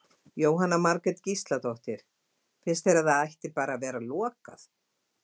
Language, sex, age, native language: Icelandic, female, 50-59, Icelandic